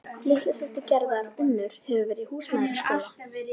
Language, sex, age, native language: Icelandic, female, 11, Icelandic